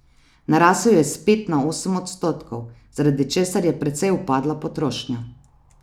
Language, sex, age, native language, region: Slovenian, female, 30-49, Slovenian, Savinja region